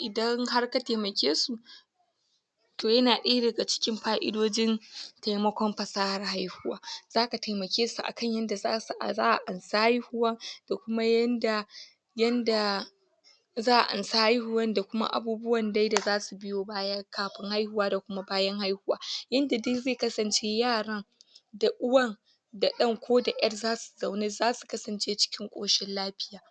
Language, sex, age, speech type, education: Hausa, female, 15-29, spontaneous, tertiary